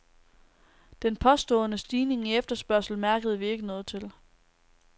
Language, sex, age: Danish, female, 19